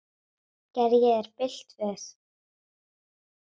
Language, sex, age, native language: Icelandic, female, 9, Icelandic